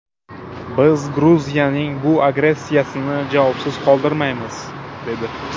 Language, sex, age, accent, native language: Uzbek, male, 18-24, Buxoro, Uzbek